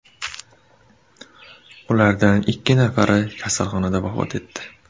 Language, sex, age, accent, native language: Uzbek, male, 18-24, Surxondaryo, Uzbek